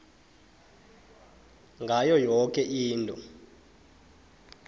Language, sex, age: South Ndebele, male, 23